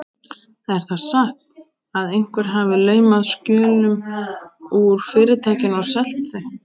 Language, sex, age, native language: Icelandic, female, 18-19, Icelandic